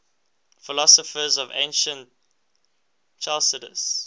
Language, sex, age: English, male, 19